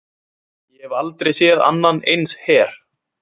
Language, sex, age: Icelandic, male, 20-29